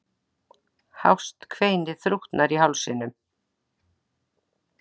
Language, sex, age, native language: Icelandic, female, 60-69, Icelandic